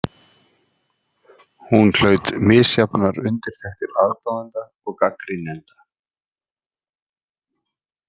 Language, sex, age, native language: Icelandic, male, 40-49, Icelandic